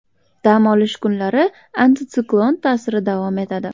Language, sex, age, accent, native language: Uzbek, female, under 19, Toshkent shahri, Uzbek